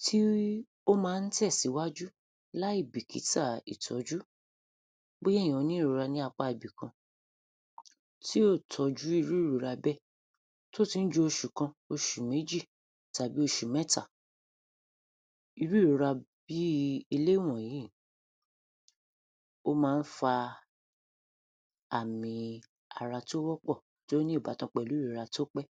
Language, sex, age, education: Yoruba, female, 30-45, tertiary